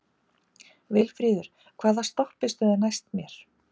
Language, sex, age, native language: Icelandic, female, 50-59, Icelandic